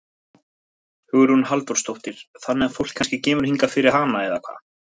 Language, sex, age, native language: Icelandic, male, 20-29, Icelandic